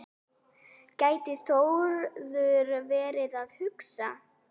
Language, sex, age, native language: Icelandic, female, 9, Icelandic